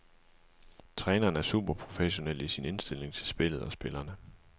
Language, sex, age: Danish, male, 37